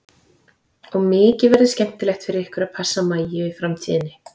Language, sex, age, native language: Icelandic, female, 30-39, Icelandic